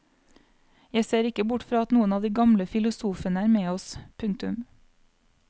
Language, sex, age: Norwegian, female, 35